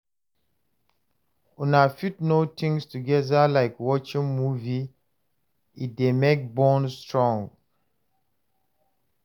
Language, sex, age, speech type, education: Nigerian Pidgin, male, 30-45, read, tertiary